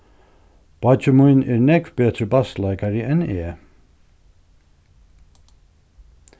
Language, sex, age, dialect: Faroese, male, 61+, Suðurstreymoy